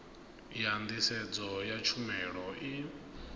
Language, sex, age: Venda, male, 22